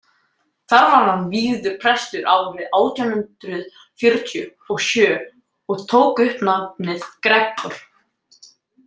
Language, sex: Icelandic, male